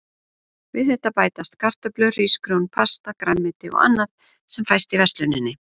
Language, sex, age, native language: Icelandic, female, 40-49, Icelandic